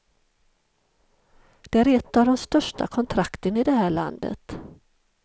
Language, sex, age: Swedish, female, 51